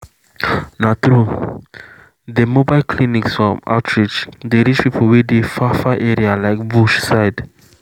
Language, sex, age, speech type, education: Nigerian Pidgin, male, 15-29, spontaneous, secondary